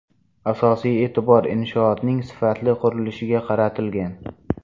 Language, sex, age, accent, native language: Uzbek, male, 18-24, Samarqand, Uzbek